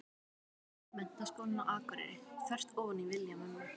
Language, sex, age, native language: Icelandic, female, 12, Icelandic